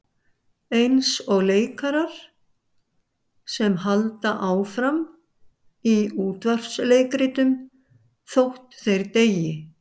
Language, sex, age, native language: Icelandic, male, 60-69, Icelandic